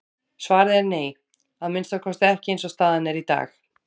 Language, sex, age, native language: Icelandic, female, 30-39, Icelandic